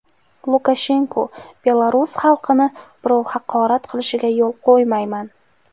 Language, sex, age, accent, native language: Uzbek, female, 18-24, Jizzax, Uzbek